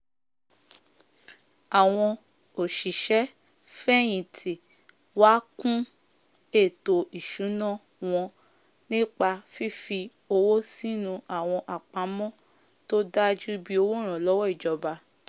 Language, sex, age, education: Yoruba, female, 15-29, tertiary